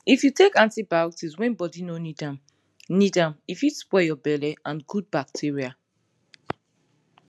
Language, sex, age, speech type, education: Nigerian Pidgin, female, 15-29, spontaneous, tertiary